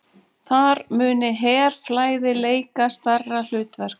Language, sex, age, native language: Icelandic, female, 40-49, Icelandic